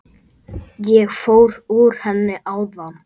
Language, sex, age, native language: Icelandic, male, 8, Icelandic